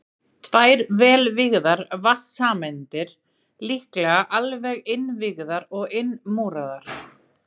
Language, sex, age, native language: Icelandic, female, 40-49, Icelandic